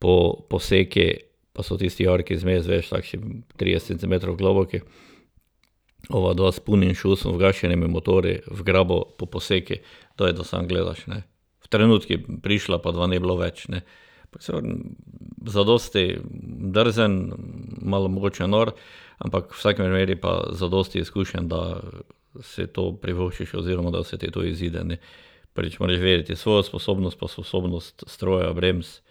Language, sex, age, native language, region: Slovenian, male, 60+, Slovenian, Drava region